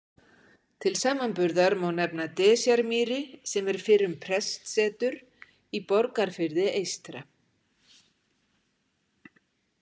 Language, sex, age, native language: Icelandic, female, 60-69, Icelandic